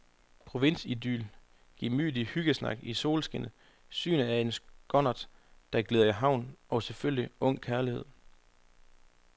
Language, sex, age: Danish, male, 25